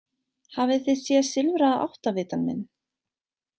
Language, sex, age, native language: Icelandic, female, 18-19, Icelandic